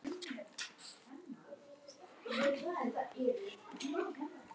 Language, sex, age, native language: Icelandic, female, 9, Icelandic